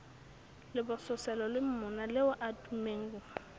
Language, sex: Southern Sotho, female